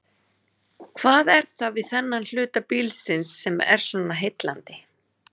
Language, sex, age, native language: Icelandic, female, 40-49, Icelandic